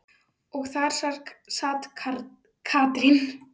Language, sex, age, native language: Icelandic, female, 10, Icelandic